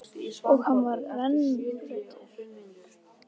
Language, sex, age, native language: Icelandic, female, 18-19, Icelandic